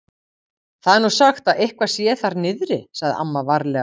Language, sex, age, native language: Icelandic, female, 50-59, Icelandic